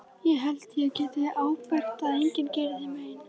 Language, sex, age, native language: Icelandic, male, 11, Icelandic